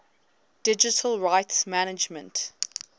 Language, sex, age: English, female, 19